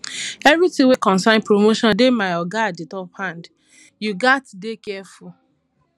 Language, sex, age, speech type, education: Nigerian Pidgin, female, 15-29, spontaneous, tertiary